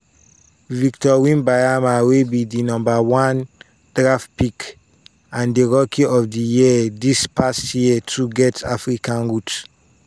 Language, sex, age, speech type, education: Nigerian Pidgin, male, 15-29, spontaneous, tertiary